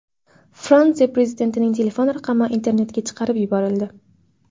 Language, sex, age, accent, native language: Uzbek, female, 18-24, Farg'ona, Uzbek